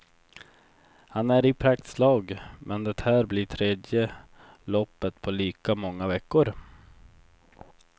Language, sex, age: Swedish, male, 24